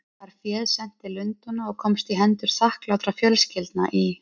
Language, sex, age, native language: Icelandic, female, 30-39, Icelandic